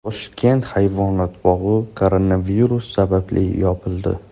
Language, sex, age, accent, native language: Uzbek, male, 18-24, Toshkent shahri, Uzbek